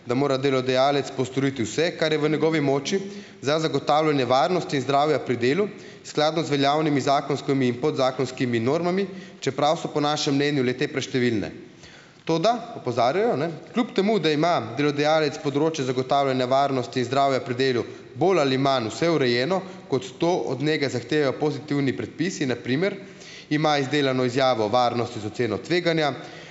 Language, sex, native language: Slovenian, male, Slovenian